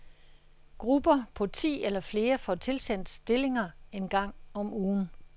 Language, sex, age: Danish, female, 66